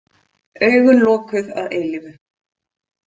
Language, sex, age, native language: Icelandic, female, 30-39, Icelandic